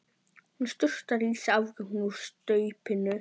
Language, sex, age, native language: Icelandic, male, 12, Icelandic